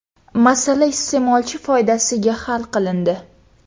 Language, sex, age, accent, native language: Uzbek, female, under 19, Qoraqalpog'iston, Uzbek